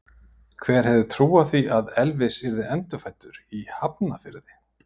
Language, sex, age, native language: Icelandic, male, 50-59, Icelandic